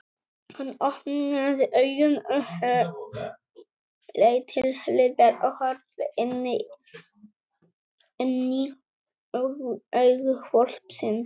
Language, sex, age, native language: Icelandic, male, 18-19, Icelandic